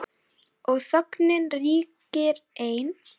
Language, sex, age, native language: Icelandic, female, 9, Icelandic